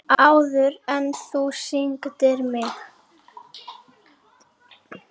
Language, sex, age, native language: Icelandic, male, 8, Icelandic